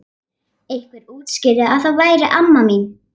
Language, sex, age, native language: Icelandic, female, 11, Icelandic